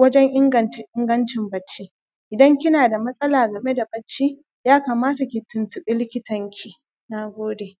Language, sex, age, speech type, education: Hausa, female, 30-45, spontaneous, primary